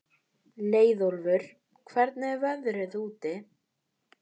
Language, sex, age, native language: Icelandic, female, 12, Icelandic